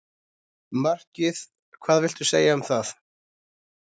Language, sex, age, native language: Icelandic, male, 30-39, Icelandic